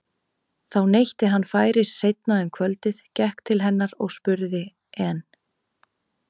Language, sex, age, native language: Icelandic, female, 30-39, Icelandic